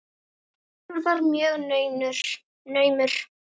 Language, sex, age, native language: Icelandic, female, 10, Icelandic